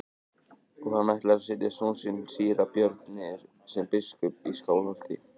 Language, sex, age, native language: Icelandic, male, 18-19, Icelandic